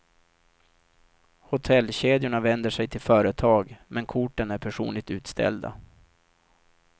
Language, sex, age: Swedish, male, 32